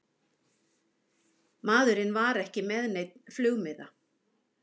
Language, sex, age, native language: Icelandic, female, 50-59, Icelandic